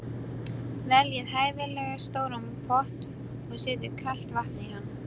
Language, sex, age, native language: Icelandic, female, 12, Icelandic